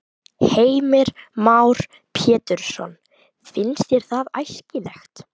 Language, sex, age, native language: Icelandic, female, 12, Icelandic